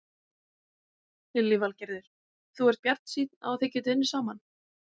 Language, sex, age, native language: Icelandic, female, 20-29, Icelandic